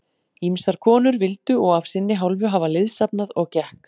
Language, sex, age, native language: Icelandic, female, 40-49, Icelandic